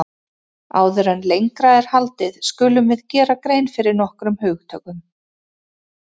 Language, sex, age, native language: Icelandic, female, 30-39, Icelandic